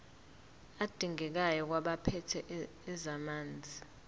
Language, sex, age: Zulu, female, 24